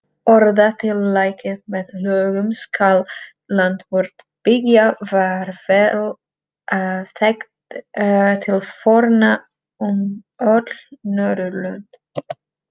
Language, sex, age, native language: Icelandic, female, 30-39, Czech